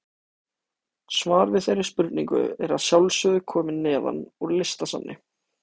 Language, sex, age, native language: Icelandic, male, 18-19, Icelandic